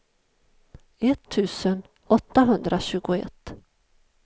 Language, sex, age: Swedish, female, 51